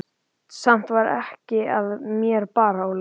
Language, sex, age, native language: Icelandic, male, 11, Icelandic